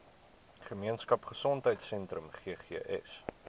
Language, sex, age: Afrikaans, male, 23